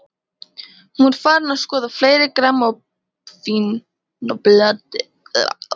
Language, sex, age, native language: Icelandic, female, 13, Icelandic